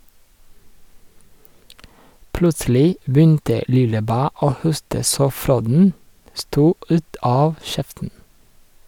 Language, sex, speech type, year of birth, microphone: Norwegian, male, read, 1986, Sennheiser